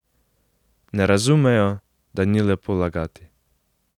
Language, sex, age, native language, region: Slovenian, male, 18-29, Slovenian, Savinja region